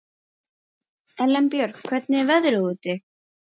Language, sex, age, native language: Icelandic, male, 11, Icelandic